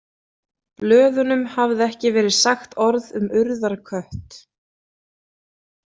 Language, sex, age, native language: Icelandic, female, 30-39, Icelandic